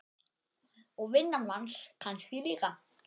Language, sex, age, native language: Icelandic, male, 10, Icelandic